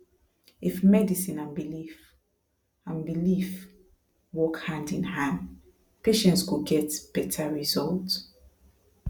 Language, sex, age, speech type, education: Nigerian Pidgin, female, 15-29, spontaneous, tertiary